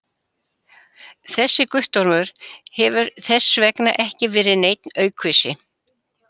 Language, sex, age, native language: Icelandic, female, 70-79, Icelandic